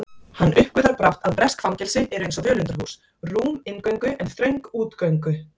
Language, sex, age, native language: Icelandic, female, 30-39, Icelandic